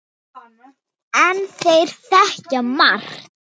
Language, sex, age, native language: Icelandic, female, 10, Thai